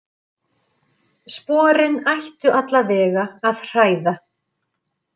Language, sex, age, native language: Icelandic, female, 50-59, Icelandic